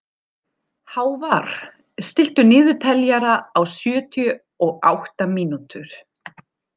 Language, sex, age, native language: Icelandic, female, 40-49, German